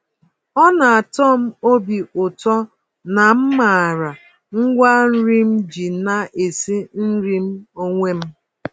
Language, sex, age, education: Igbo, female, 46-60, tertiary